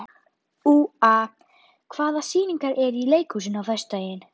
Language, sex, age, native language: Icelandic, female, 12, Icelandic